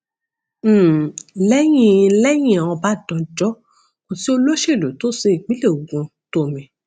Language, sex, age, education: Yoruba, female, 15-29, tertiary